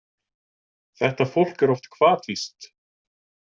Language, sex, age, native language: Icelandic, male, 40-49, Icelandic